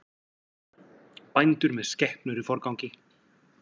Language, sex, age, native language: Icelandic, male, 40-49, Icelandic